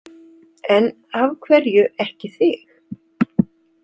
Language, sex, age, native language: Icelandic, female, 60-69, Icelandic